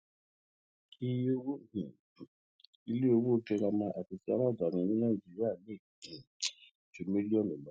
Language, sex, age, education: Yoruba, male, 30-45, tertiary